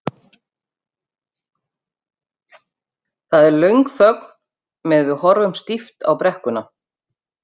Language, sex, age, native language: Icelandic, female, 50-59, Icelandic